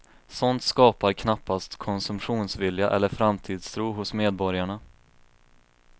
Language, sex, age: Swedish, male, 22